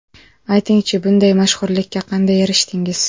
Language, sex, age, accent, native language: Uzbek, female, 18-24, Samarqand, Uzbek